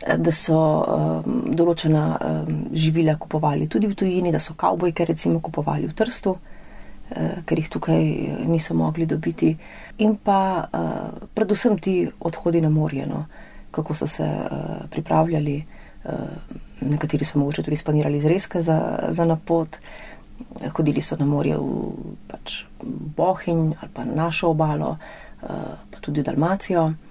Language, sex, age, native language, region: Slovenian, female, 30-49, Slovenian, Central Slovenia